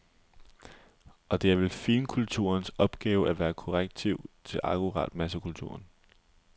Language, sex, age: Danish, male, 20